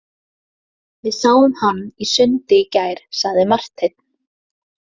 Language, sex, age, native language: Icelandic, female, 30-39, Icelandic